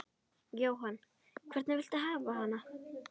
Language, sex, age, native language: Icelandic, female, 10, Icelandic